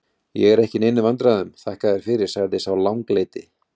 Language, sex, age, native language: Icelandic, male, 40-49, Icelandic